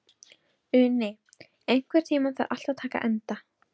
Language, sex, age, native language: Icelandic, female, 12, Icelandic